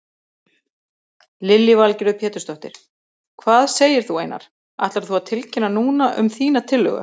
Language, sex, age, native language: Icelandic, female, 30-39, Icelandic